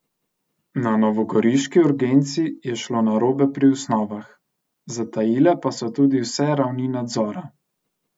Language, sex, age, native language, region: Slovenian, male, 18-29, Slovenian, Central Slovenia